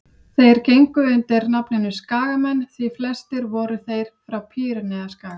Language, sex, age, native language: Icelandic, female, 30-39, Icelandic